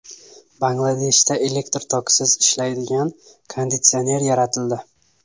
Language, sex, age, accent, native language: Uzbek, male, 18-24, Samarqand, Uzbek